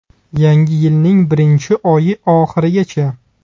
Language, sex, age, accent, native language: Uzbek, male, 30-39, Buxoro, Uzbek